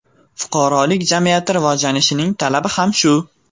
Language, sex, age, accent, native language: Uzbek, male, 18-24, Farg'ona, Uzbek